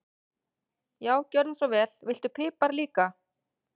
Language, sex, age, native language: Icelandic, female, 30-39, Icelandic